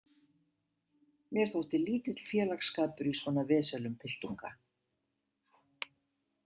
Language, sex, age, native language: Icelandic, female, 70-79, Icelandic